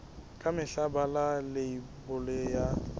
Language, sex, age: Southern Sotho, male, 20